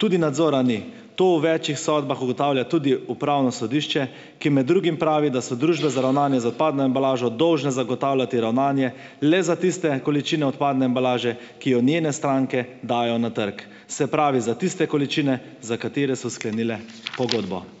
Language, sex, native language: Slovenian, male, Slovenian